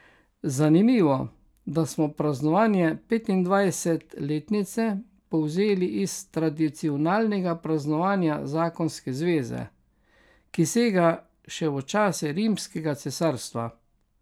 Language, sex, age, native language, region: Slovenian, male, 60+, Slovenian, Carinthia region